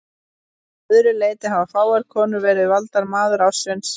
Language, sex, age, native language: Icelandic, female, 30-39, Icelandic